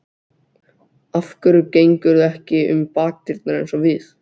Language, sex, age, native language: Icelandic, other, 12, Icelandic